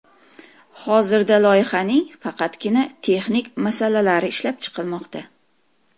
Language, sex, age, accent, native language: Uzbek, female, 40-49, Toshkent viloyati, Uzbek